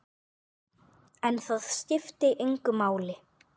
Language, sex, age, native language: Icelandic, male, 8, Icelandic